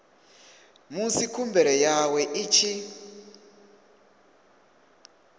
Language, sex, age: Venda, male, 22